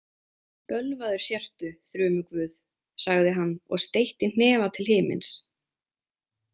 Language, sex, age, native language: Icelandic, female, 20-29, Icelandic